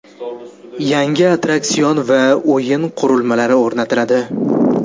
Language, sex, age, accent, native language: Uzbek, male, 18-24, Jizzax, Uzbek